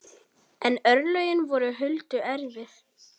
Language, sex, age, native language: Icelandic, female, 10, Icelandic